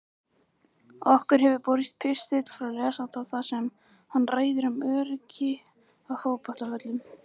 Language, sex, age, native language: Icelandic, male, 18-19, Icelandic